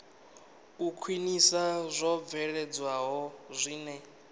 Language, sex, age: Venda, male, 19